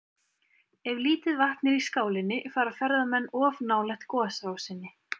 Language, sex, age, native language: Icelandic, female, 20-29, Icelandic